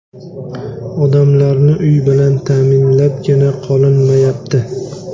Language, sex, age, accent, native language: Uzbek, male, 25-34, Samarqand, Uzbek